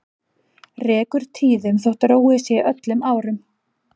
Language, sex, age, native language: Icelandic, female, 40-49, Icelandic